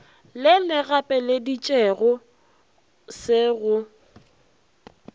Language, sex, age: Northern Sotho, female, 20